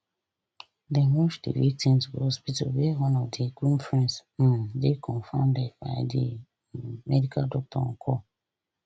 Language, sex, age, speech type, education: Nigerian Pidgin, female, 30-45, spontaneous, tertiary